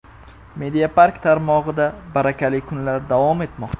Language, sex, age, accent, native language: Uzbek, male, 18-24, Jizzax, Uzbek